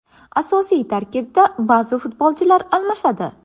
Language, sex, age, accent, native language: Uzbek, female, 18-24, Navoiy, Uzbek